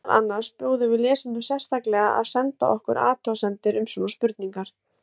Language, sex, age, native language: Icelandic, female, 20-29, Icelandic